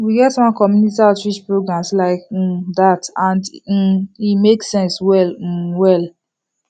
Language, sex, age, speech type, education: Nigerian Pidgin, female, 15-29, spontaneous, tertiary